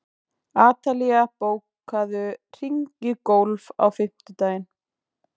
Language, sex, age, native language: Icelandic, female, 20-29, Icelandic